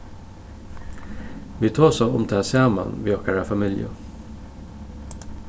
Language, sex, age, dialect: Faroese, male, 36-60, Suðurstreymoy